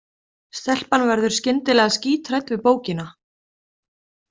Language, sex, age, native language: Icelandic, female, 30-39, Icelandic